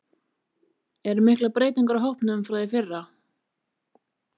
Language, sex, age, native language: Icelandic, female, 30-39, Icelandic